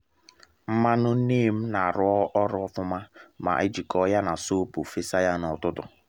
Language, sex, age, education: Igbo, male, 15-29, secondary